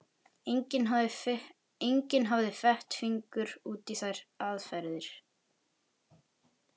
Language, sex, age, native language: Icelandic, male, 11, Icelandic